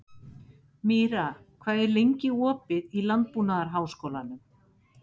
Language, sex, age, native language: Icelandic, other, 50-59, Spanish